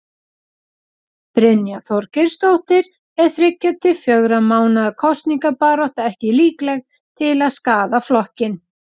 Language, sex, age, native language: Icelandic, female, 40-49, Icelandic